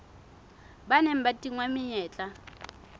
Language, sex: Southern Sotho, female